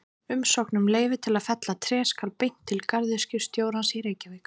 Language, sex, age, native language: Icelandic, female, 30-39, Icelandic